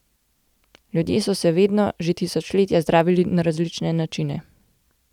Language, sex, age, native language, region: Slovenian, female, 18-29, Slovenian, Gorenjska region